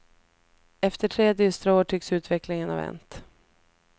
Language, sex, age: Swedish, female, 33